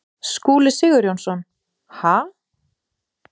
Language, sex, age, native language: Icelandic, female, 40-49, Icelandic